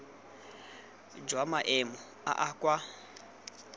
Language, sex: Tswana, male